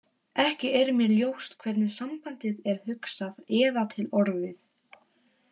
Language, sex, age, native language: Icelandic, female, 18-19, Polish